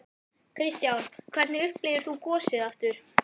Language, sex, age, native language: Icelandic, male, 12, Icelandic